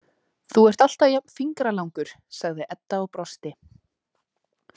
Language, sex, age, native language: Icelandic, female, 20-29, Icelandic